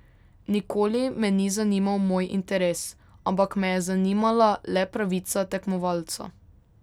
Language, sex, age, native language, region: Slovenian, female, 18-29, Slovenian, Drava region